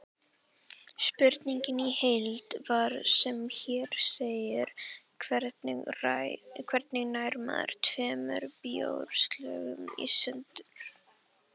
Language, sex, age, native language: Icelandic, female, 18-19, Icelandic